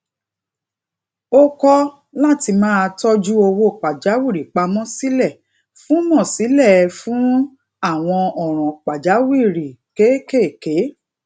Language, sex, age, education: Yoruba, female, 30-45, tertiary